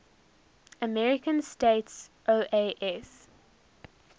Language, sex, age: English, female, 19